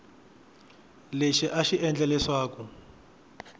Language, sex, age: Tsonga, male, 21